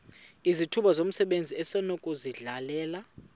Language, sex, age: Xhosa, male, 35